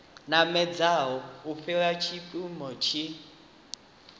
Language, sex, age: Venda, male, 18